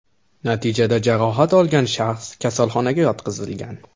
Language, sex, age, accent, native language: Uzbek, male, 18-24, Toshkent shahri, Uzbek